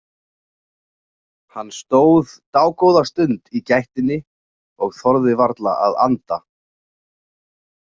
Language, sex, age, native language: Icelandic, male, 40-49, Icelandic